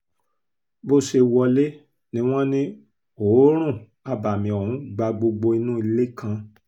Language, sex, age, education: Yoruba, male, 46-60, tertiary